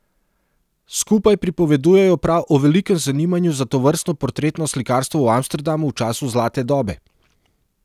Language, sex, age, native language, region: Slovenian, male, 30-49, Serbian, Central Slovenia